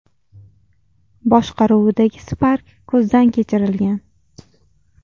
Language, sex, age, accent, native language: Uzbek, female, 19-29, Toshkent shahri, Uzbek